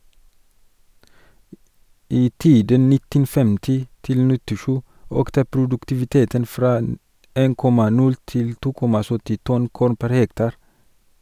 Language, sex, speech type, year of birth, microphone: Norwegian, male, read, 1983, Sennheiser